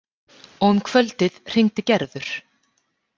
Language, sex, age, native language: Icelandic, female, 40-49, Icelandic